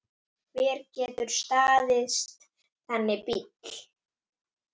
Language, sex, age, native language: Icelandic, female, 8, Icelandic